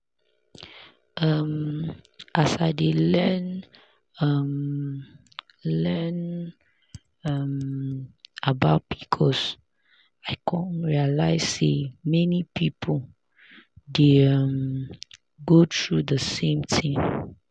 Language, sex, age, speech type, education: Nigerian Pidgin, female, 30-45, spontaneous, tertiary